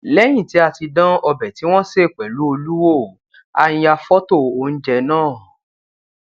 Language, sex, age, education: Yoruba, male, 15-29, tertiary